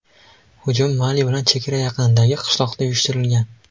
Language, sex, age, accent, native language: Uzbek, male, 18-24, Andijon, Uzbek